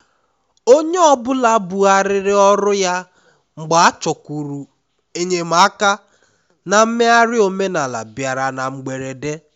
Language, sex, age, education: Igbo, male, 15-29, tertiary